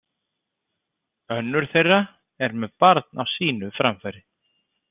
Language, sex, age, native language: Icelandic, male, 30-39, Icelandic